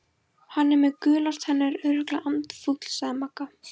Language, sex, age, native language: Icelandic, female, 14, Icelandic